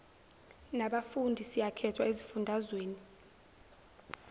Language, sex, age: Zulu, female, 17